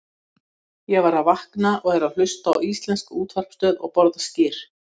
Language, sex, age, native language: Icelandic, female, 60-69, Icelandic